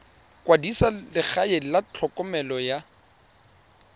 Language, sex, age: Tswana, male, 23